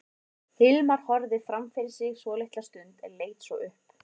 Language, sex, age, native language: Icelandic, female, 30-39, Icelandic